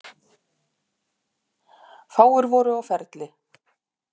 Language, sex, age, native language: Icelandic, female, 50-59, Icelandic